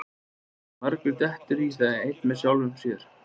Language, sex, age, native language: Icelandic, male, 20-29, Icelandic